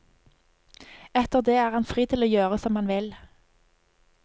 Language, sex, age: Norwegian, female, 25